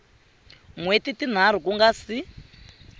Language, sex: Tsonga, female